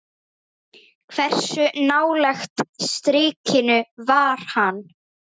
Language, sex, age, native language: Icelandic, female, 10, Icelandic